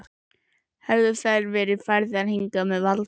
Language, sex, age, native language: Icelandic, female, 11, Icelandic